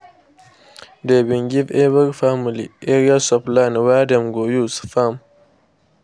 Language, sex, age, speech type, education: Nigerian Pidgin, male, 15-29, spontaneous, tertiary